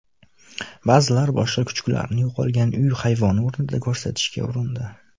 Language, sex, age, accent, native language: Uzbek, male, 19-29, Namangan, Uzbek